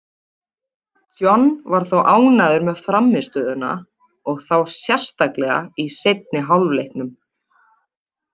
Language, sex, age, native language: Icelandic, female, 20-29, Icelandic